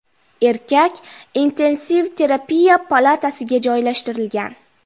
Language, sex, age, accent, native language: Uzbek, female, 12-17, Jizzax, Uzbek